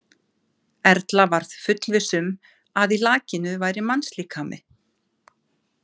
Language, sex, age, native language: Icelandic, female, 50-59, Icelandic